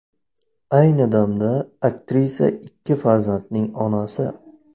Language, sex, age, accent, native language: Uzbek, male, 25-34, Navoiy, Uzbek